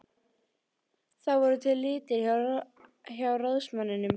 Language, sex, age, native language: Icelandic, female, 13, Icelandic